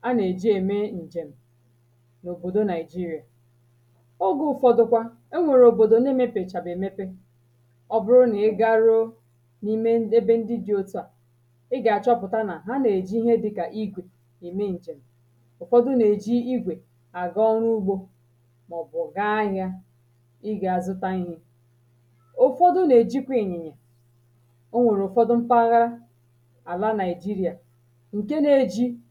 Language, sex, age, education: Igbo, female, 30-45, tertiary